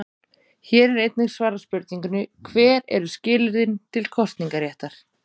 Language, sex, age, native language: Icelandic, female, 30-39, Icelandic